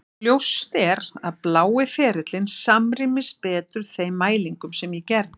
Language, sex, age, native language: Icelandic, female, 60-69, Icelandic